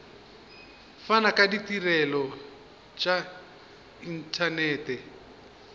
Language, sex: Northern Sotho, male